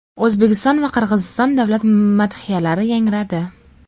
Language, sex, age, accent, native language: Uzbek, female, 12-17, Farg'ona, Uzbek